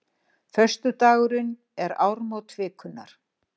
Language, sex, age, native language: Icelandic, female, 60-69, Icelandic